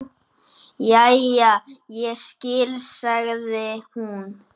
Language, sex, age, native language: Icelandic, male, 9, Icelandic